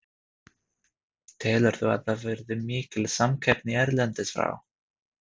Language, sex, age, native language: Icelandic, male, 30-39, Swedish